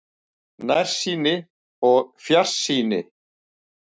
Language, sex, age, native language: Icelandic, male, 40-49, Icelandic